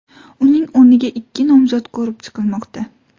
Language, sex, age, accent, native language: Uzbek, female, 18-24, Toshkent viloyati, Uzbek